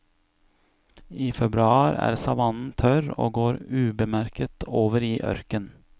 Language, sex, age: Norwegian, male, 41